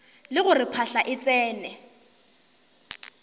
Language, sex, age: Northern Sotho, female, 18